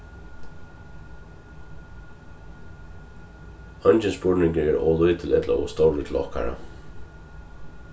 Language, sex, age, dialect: Faroese, male, 36-60, Suðurstreymoy